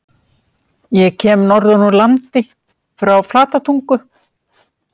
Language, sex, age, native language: Icelandic, female, 50-59, Icelandic